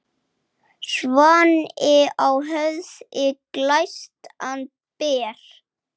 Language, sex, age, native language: Icelandic, male, 8, Icelandic